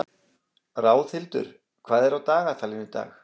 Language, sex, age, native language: Icelandic, male, 40-49, Icelandic